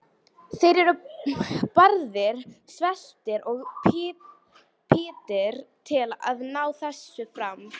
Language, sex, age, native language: Icelandic, female, 18-19, Icelandic